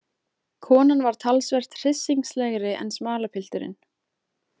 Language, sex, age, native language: Icelandic, female, 20-29, Icelandic